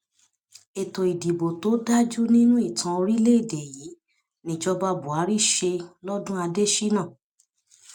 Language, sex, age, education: Yoruba, female, 30-45, tertiary